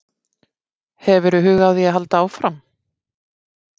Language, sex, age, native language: Icelandic, female, 50-59, Icelandic